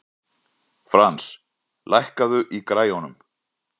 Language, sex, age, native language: Icelandic, male, 40-49, Icelandic